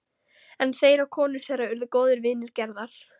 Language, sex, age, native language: Icelandic, female, 13, Icelandic